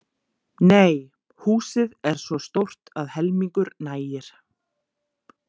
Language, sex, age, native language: Icelandic, female, 40-49, Icelandic